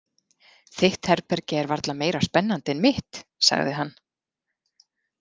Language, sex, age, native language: Icelandic, female, 40-49, Icelandic